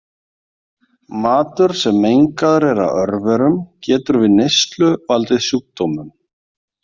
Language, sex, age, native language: Icelandic, male, 40-49, Icelandic